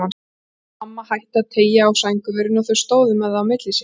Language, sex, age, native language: Icelandic, female, 40-49, Icelandic